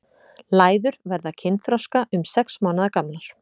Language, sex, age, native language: Icelandic, female, 30-39, Icelandic